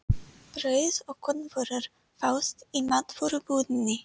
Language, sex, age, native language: Icelandic, female, 30-39, Icelandic